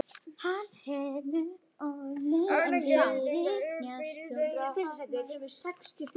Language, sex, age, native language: Icelandic, female, 11, Icelandic